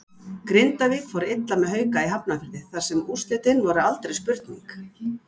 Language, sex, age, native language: Icelandic, female, 60-69, Icelandic